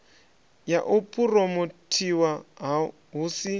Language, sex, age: Venda, male, 26